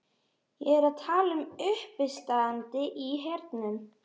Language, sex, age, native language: Icelandic, female, 13, Icelandic